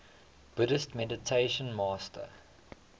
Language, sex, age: English, male, 21